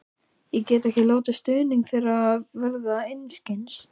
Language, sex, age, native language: Icelandic, male, 11, Icelandic